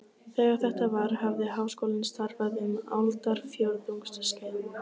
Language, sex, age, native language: Icelandic, female, 15, Icelandic